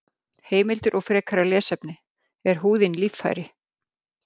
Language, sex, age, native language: Icelandic, female, 50-59, Icelandic